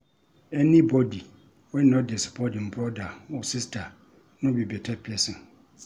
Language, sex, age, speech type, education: Nigerian Pidgin, male, 46-60, read, tertiary